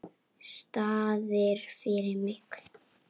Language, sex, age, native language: Icelandic, female, 8, Icelandic